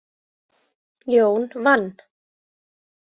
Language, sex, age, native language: Icelandic, female, 20-29, Icelandic